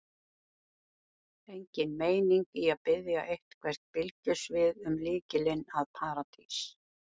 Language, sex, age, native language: Icelandic, female, 70-79, Icelandic